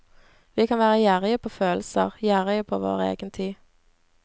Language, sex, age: Norwegian, female, 26